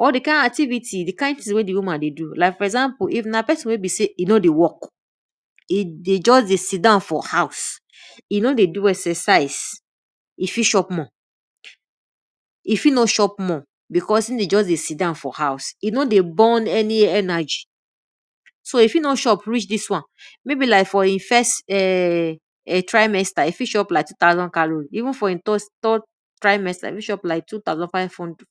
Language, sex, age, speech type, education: Nigerian Pidgin, female, 30-45, spontaneous, tertiary